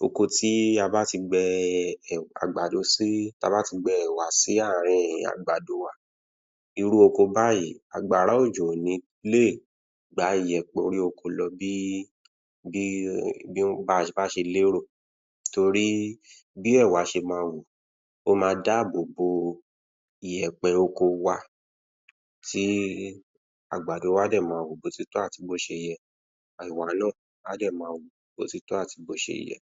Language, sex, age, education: Yoruba, male, 15-29, tertiary